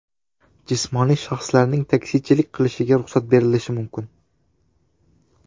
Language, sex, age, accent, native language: Uzbek, male, 12-17, Toshkent shahri, Uzbek